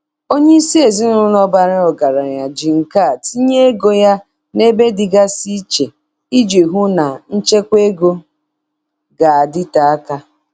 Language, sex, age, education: Igbo, female, 30-45, tertiary